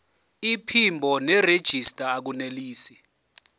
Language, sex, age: Zulu, male, 24